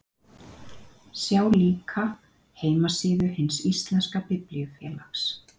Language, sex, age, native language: Icelandic, female, 50-59, Icelandic